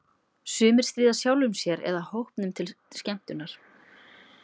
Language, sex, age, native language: Icelandic, female, 20-29, Icelandic